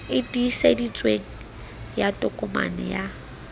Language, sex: Southern Sotho, female